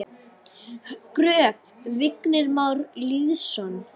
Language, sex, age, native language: Icelandic, female, 9, Icelandic